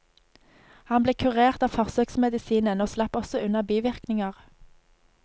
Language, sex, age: Norwegian, female, 25